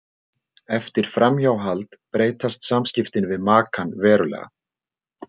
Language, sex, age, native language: Icelandic, male, 40-49, Icelandic